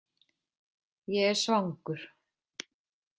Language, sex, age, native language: Icelandic, female, 30-39, Icelandic